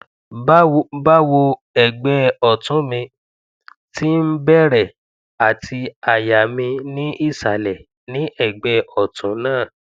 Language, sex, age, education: Yoruba, male, 15-29, tertiary